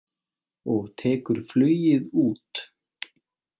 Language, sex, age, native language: Icelandic, male, 18-19, Icelandic